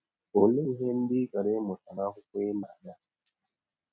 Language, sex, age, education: Igbo, male, 30-45, tertiary